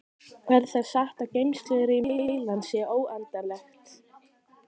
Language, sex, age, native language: Icelandic, female, 18-19, Icelandic